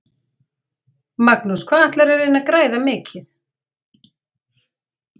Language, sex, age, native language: Icelandic, female, 40-49, Icelandic